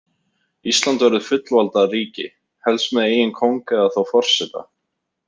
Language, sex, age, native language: Icelandic, male, 30-39, Icelandic